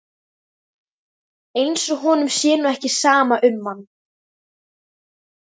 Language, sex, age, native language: Icelandic, female, 13, Icelandic